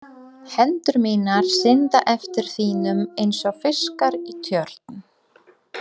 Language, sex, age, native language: Icelandic, female, 30-39, Polish